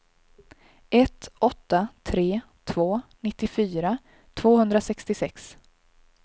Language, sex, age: Swedish, female, 23